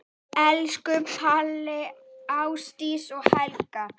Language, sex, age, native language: Icelandic, female, 9, Icelandic